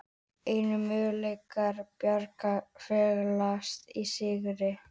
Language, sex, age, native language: Icelandic, female, 18-19, Icelandic